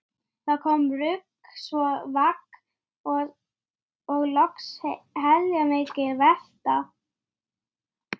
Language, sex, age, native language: Icelandic, male, 9, Icelandic